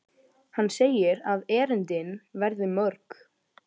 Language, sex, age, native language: Icelandic, male, 12, Icelandic